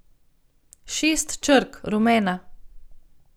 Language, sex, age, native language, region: Slovenian, female, 30-49, Slovenian, Gorenjska region